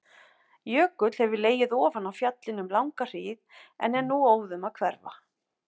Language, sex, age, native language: Icelandic, female, 50-59, Icelandic